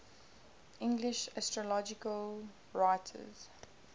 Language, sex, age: English, female, 18